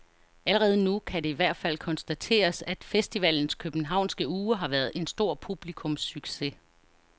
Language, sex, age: Danish, female, 49